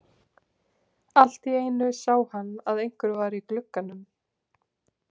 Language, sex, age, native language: Icelandic, female, 20-29, Icelandic